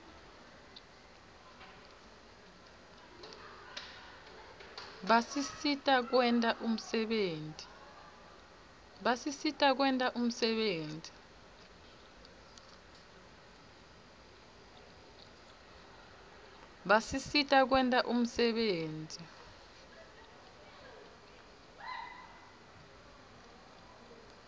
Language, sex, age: Swati, female, 26